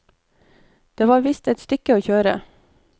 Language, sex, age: Norwegian, female, 29